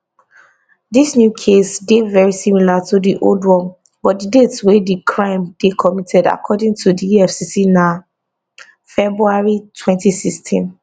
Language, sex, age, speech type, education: Nigerian Pidgin, female, 15-29, spontaneous, tertiary